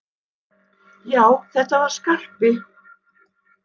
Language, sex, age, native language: Icelandic, female, 60-69, Icelandic